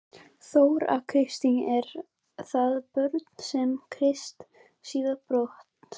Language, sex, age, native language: Icelandic, female, 11, Icelandic